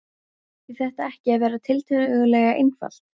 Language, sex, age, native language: Icelandic, female, 14, Icelandic